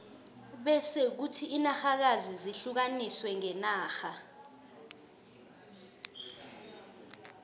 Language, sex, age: South Ndebele, female, 22